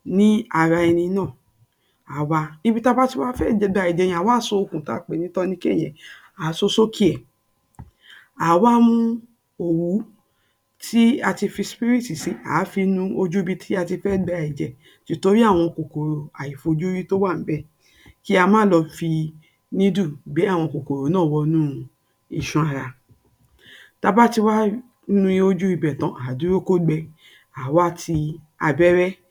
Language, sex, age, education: Yoruba, female, 60+, tertiary